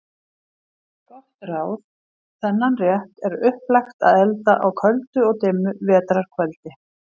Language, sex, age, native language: Icelandic, female, 50-59, Icelandic